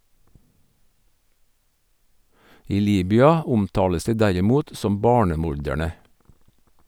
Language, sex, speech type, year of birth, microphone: Norwegian, male, read, 1951, Sennheiser